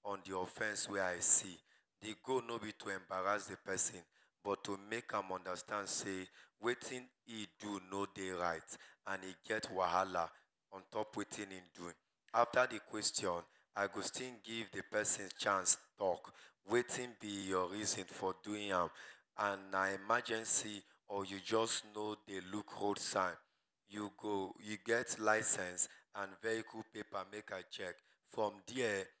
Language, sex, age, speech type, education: Nigerian Pidgin, male, 30-45, spontaneous, tertiary